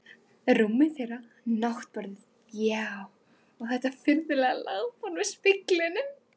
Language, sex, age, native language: Icelandic, female, 12, Icelandic